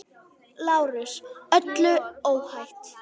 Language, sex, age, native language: Icelandic, female, 10, Icelandic